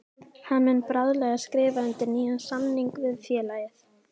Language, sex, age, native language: Icelandic, female, 18-19, Icelandic